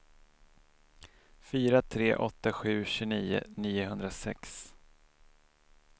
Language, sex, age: Swedish, male, 27